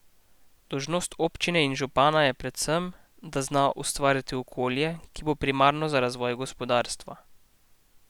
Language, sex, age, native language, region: Slovenian, male, 18-29, Slovenian, Posavska region